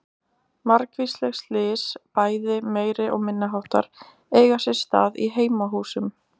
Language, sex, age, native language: Icelandic, female, 20-29, Icelandic